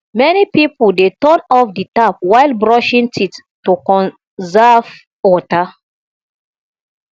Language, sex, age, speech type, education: Nigerian Pidgin, female, 30-45, spontaneous, tertiary